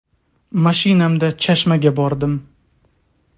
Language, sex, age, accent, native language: Uzbek, male, 30-39, Toshkent viloyati, Uzbek